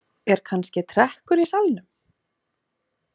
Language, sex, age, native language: Icelandic, female, 30-39, Icelandic